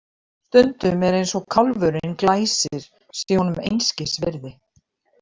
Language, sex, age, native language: Icelandic, female, 50-59, Icelandic